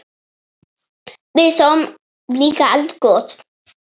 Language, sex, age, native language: Icelandic, female, 7, Icelandic